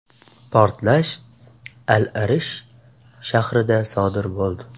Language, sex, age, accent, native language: Uzbek, male, 18-24, Buxoro, Uzbek